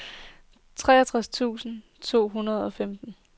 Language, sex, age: Danish, female, 18